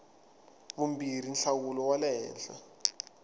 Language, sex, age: Tsonga, male, 24